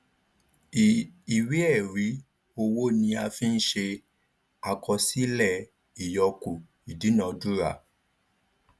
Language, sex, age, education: Yoruba, male, 15-29, tertiary